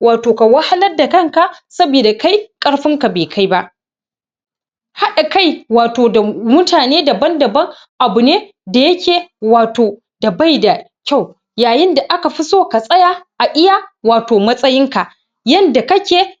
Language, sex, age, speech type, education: Hausa, male, 15-29, spontaneous, secondary